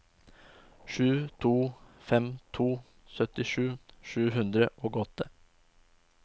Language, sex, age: Norwegian, male, 20